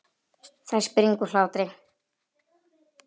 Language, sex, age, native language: Icelandic, female, 9, Icelandic